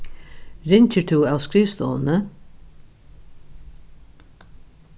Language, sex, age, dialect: Faroese, female, 61+, Norðuroyggjar